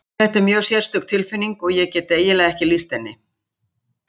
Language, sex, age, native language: Icelandic, female, 60-69, Icelandic